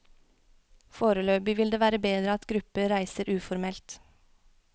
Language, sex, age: Norwegian, female, 21